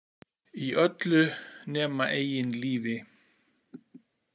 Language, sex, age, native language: Icelandic, male, 40-49, Icelandic